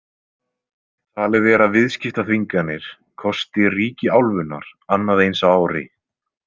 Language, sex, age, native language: Icelandic, male, 20-29, Icelandic